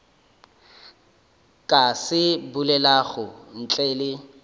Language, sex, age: Northern Sotho, male, 30